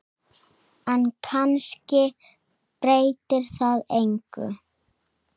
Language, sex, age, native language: Icelandic, male, 7, Icelandic